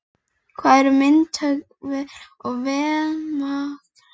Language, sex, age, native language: Icelandic, female, 11, Icelandic